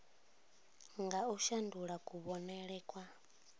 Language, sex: Venda, female